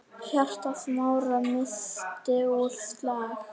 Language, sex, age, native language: Icelandic, female, 10, Icelandic